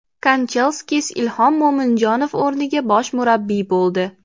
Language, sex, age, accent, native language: Uzbek, female, 18-24, Andijon, Uzbek